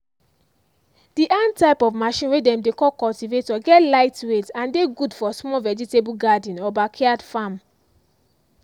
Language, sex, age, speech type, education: Nigerian Pidgin, female, 15-29, spontaneous, tertiary